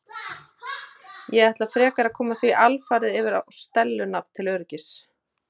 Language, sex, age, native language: Icelandic, female, 30-39, Icelandic